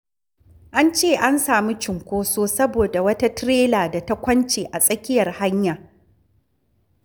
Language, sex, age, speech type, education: Hausa, female, 46-60, read, tertiary